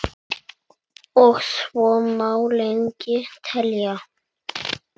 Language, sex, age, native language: Icelandic, male, 9, Icelandic